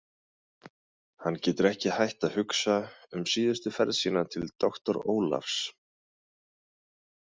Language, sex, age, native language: Icelandic, male, 20-29, Icelandic